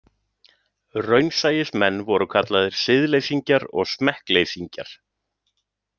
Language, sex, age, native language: Icelandic, male, 30-39, Icelandic